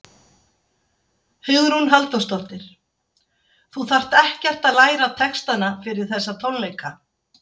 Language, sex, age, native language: Icelandic, female, 60-69, Icelandic